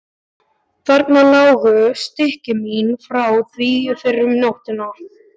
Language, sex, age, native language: Icelandic, male, 12, Icelandic